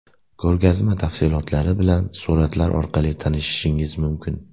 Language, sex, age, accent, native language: Uzbek, male, 18-24, Namangan, Uzbek